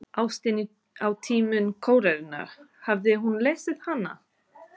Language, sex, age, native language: Icelandic, female, 30-39, English